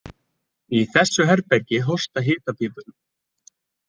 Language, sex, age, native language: Icelandic, male, 20-29, Icelandic